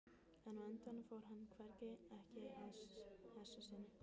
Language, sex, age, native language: Icelandic, female, 15, Icelandic